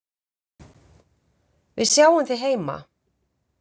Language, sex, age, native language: Icelandic, female, 50-59, Icelandic